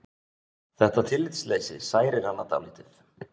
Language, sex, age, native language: Icelandic, male, 20-29, Icelandic